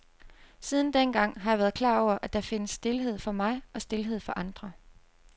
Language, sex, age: Danish, female, 29